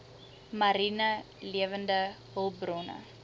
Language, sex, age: Afrikaans, female, 20